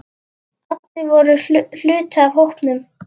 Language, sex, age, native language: Icelandic, female, 10, Icelandic